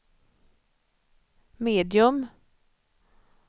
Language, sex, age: Swedish, female, 54